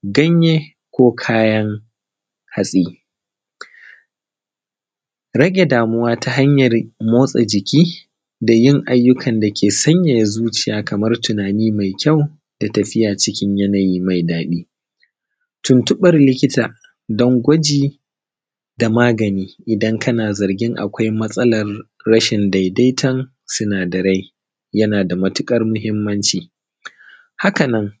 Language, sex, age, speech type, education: Hausa, male, 30-45, spontaneous, primary